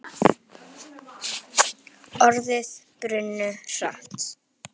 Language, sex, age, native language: Icelandic, female, 10, Icelandic